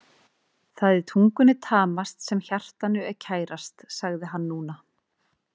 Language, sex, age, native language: Icelandic, female, 30-39, Icelandic